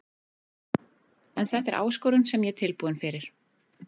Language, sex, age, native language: Icelandic, female, 40-49, Icelandic